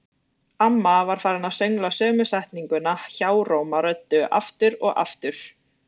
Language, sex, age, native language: Icelandic, female, 20-29, Icelandic